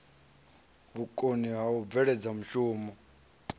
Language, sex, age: Venda, male, 37